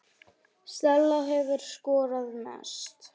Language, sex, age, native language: Icelandic, female, 40-49, Icelandic